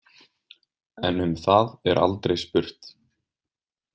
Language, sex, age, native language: Icelandic, male, 20-29, Icelandic